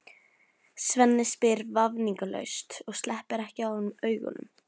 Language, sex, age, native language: Icelandic, female, 11, Norwegian